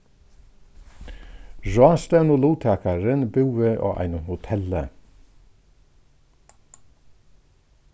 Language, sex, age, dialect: Faroese, male, 36-60, Suðurstreymoy